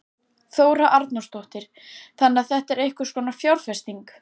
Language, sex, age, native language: Icelandic, female, 14, Icelandic